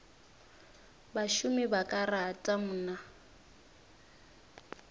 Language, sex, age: Northern Sotho, female, 19